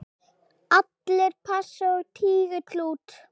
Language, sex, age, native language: Icelandic, female, 8, Icelandic